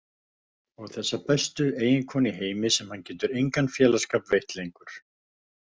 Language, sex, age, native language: Icelandic, male, 50-59, Icelandic